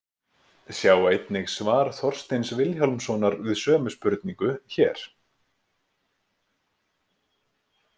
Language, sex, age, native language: Icelandic, male, 20-29, Icelandic